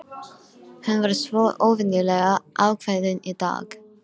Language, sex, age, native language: Icelandic, female, 12, Icelandic